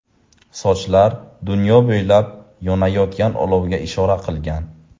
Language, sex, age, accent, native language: Uzbek, male, 18-24, Buxoro, Uzbek